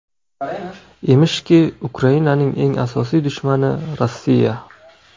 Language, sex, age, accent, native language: Uzbek, male, 18-24, Toshkent viloyati, Uzbek